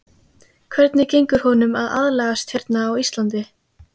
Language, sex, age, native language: Icelandic, female, 15, Icelandic